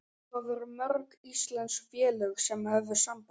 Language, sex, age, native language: Icelandic, male, 11, Icelandic